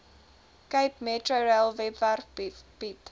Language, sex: Afrikaans, female